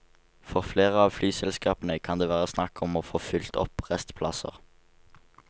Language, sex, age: Norwegian, male, 19